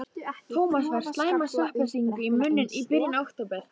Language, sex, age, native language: Icelandic, female, 13, Icelandic